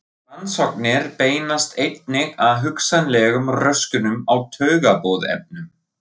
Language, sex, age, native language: Icelandic, male, 40-49, Icelandic